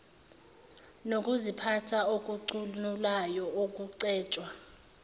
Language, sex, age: Zulu, female, 24